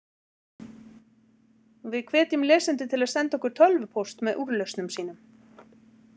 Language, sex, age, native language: Icelandic, female, 40-49, Icelandic